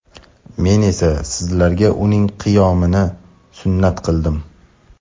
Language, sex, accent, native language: Uzbek, male, Toshkent shahri, Uzbek